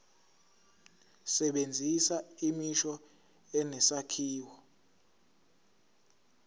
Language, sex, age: Zulu, male, 17